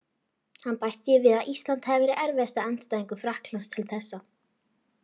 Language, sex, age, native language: Icelandic, female, 40-49, Icelandic